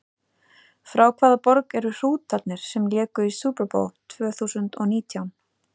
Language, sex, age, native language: Icelandic, female, 30-39, Icelandic